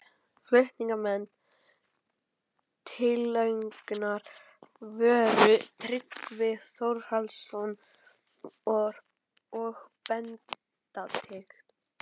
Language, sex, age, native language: Icelandic, male, 12, Icelandic